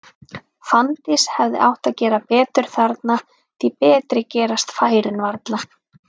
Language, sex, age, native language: Icelandic, female, 30-39, Icelandic